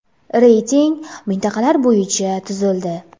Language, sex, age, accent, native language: Uzbek, female, 18-24, Jizzax, Uzbek